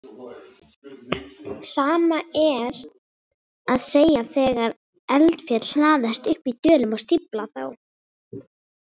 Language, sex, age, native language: Icelandic, female, 40-49, Icelandic